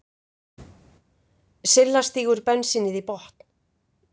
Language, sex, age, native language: Icelandic, female, 50-59, Icelandic